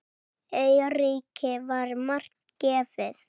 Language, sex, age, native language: Icelandic, female, 8, Icelandic